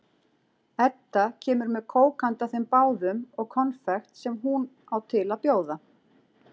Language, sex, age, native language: Icelandic, female, 40-49, Icelandic